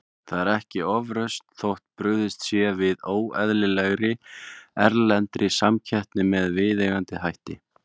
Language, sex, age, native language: Icelandic, male, 20-29, Icelandic